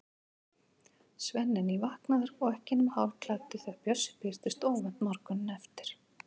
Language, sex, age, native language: Icelandic, female, 50-59, Icelandic